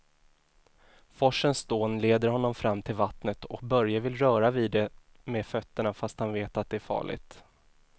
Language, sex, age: Swedish, male, 24